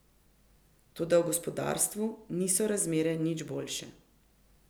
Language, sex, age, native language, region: Slovenian, female, 50-59, Slovenian, Central Slovenia